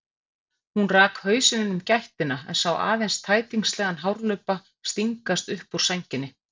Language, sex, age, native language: Icelandic, female, 50-59, Icelandic